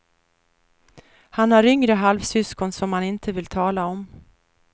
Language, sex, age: Swedish, female, 49